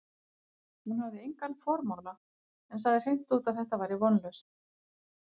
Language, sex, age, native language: Icelandic, female, 50-59, Icelandic